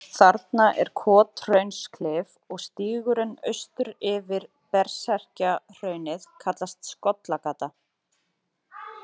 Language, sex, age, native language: Icelandic, female, 30-39, Icelandic